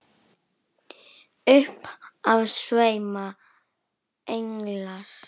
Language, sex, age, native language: Icelandic, female, 9, Icelandic